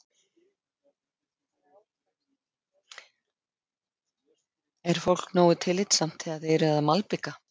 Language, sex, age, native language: Icelandic, female, 50-59, Icelandic